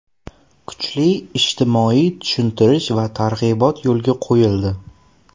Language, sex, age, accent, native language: Uzbek, male, 12-17, Toshkent shahri, Uzbek